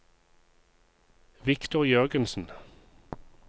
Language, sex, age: Norwegian, male, 51